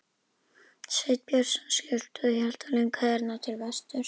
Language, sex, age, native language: Icelandic, female, 11, Icelandic